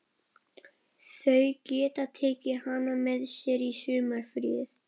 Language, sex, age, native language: Icelandic, male, 12, Polish